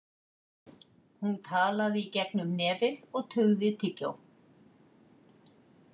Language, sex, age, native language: Icelandic, female, 50-59, Icelandic